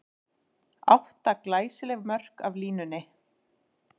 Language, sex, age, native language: Icelandic, female, 30-39, Icelandic